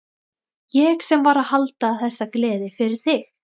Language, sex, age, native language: Icelandic, female, 20-29, Thai